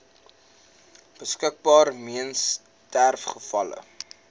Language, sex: Afrikaans, male